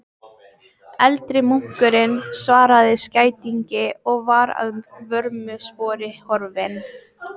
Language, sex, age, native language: Icelandic, female, 15, Icelandic